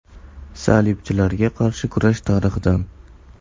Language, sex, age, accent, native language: Uzbek, male, 18-24, Navoiy, Uzbek